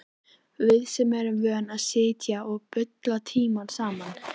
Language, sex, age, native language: Icelandic, female, 13, Icelandic